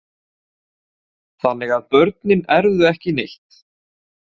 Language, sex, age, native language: Icelandic, male, 18-19, Icelandic